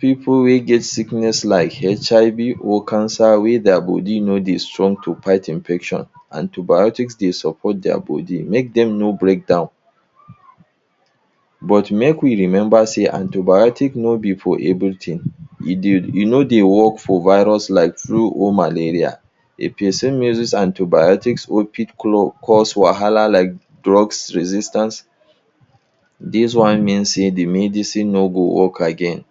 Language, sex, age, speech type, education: Nigerian Pidgin, male, 30-45, spontaneous, tertiary